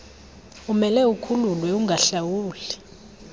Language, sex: Xhosa, female